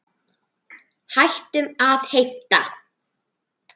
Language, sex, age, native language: Icelandic, male, 9, Icelandic